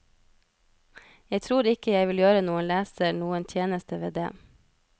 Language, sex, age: Norwegian, female, 33